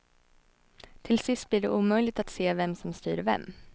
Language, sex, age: Swedish, female, 21